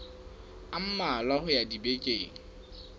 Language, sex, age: Southern Sotho, male, 19